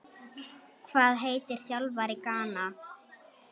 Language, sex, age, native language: Icelandic, female, 8, Icelandic